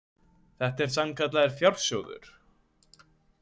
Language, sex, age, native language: Icelandic, male, 20-29, Icelandic